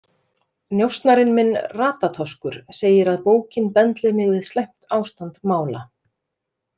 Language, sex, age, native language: Icelandic, female, 30-39, Icelandic